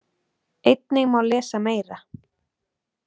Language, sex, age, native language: Icelandic, female, 20-29, Icelandic